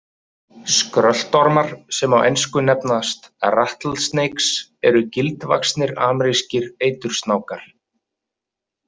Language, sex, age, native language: Icelandic, male, 30-39, Icelandic